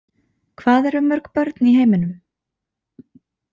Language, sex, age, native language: Icelandic, female, 20-29, Icelandic